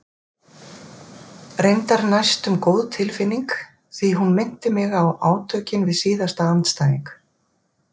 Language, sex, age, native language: Icelandic, female, 50-59, Icelandic